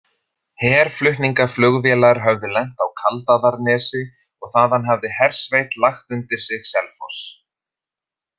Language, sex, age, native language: Icelandic, male, 30-39, Icelandic